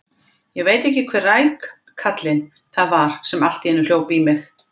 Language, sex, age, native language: Icelandic, female, 50-59, Icelandic